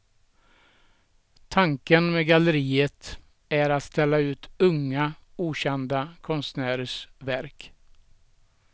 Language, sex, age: Swedish, male, 67